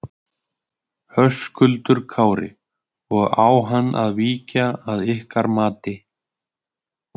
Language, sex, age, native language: Icelandic, male, 20-29, Icelandic